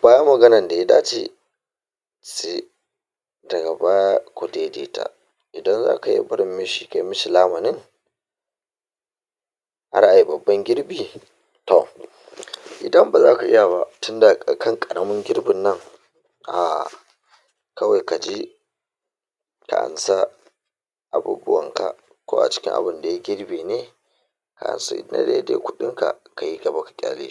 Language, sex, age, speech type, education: Hausa, male, 46-60, spontaneous, tertiary